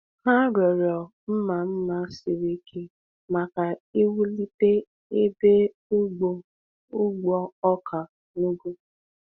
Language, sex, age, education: Igbo, female, 15-29, tertiary